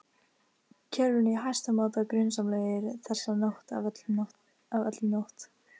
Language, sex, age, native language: Icelandic, female, 15, Icelandic